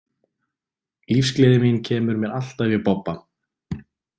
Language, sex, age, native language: Icelandic, male, 20-29, Icelandic